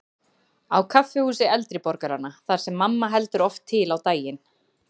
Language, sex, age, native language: Icelandic, female, 30-39, Icelandic